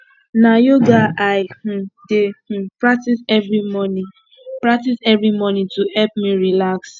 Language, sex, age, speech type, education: Nigerian Pidgin, female, 15-29, spontaneous, tertiary